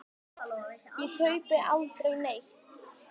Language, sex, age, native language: Icelandic, male, 10, Icelandic